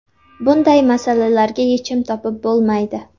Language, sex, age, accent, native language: Uzbek, female, 19-29, Namangan, Uzbek